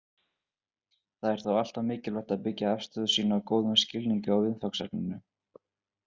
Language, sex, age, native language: Icelandic, male, 20-29, Icelandic